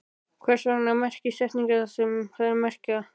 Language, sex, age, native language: Icelandic, male, 12, Icelandic